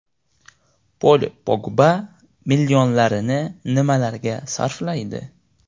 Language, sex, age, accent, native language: Uzbek, male, 18-24, Namangan, Uzbek